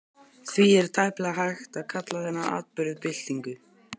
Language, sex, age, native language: Icelandic, male, 18-19, Icelandic